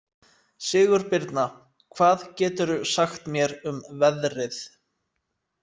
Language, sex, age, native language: Icelandic, male, 30-39, Icelandic